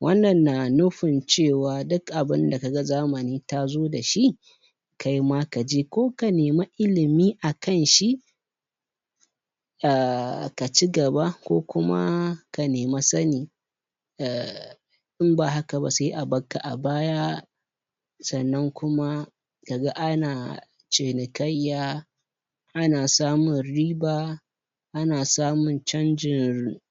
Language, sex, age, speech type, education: Hausa, male, 15-29, spontaneous, primary